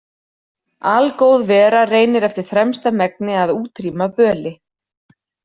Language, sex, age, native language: Icelandic, female, 40-49, Icelandic